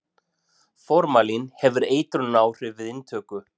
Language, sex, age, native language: Icelandic, male, 40-49, Icelandic